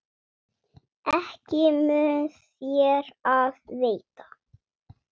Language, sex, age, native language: Icelandic, female, 7, Swedish